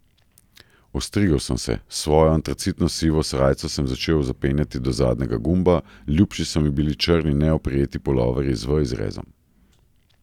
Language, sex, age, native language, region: Slovenian, male, 30-49, Slovenian, Central Slovenia